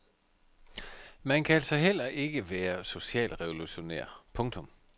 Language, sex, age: Danish, male, 51